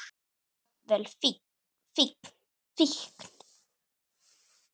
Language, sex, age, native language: Icelandic, female, 8, Icelandic